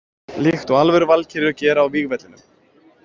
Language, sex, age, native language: Icelandic, male, 20-29, Icelandic